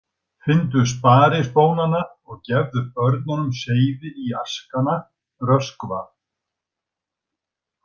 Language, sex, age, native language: Icelandic, male, 60-69, Icelandic